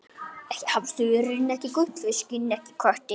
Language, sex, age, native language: Icelandic, male, 9, Icelandic